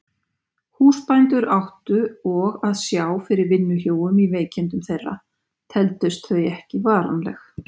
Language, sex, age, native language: Icelandic, female, 50-59, Icelandic